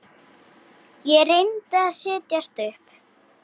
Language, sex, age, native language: Icelandic, female, 7, Icelandic